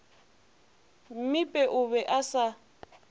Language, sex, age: Northern Sotho, female, 20